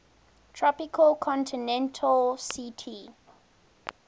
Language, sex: English, female